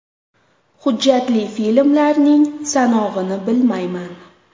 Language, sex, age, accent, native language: Uzbek, female, 25-34, Toshkent shahri, Uzbek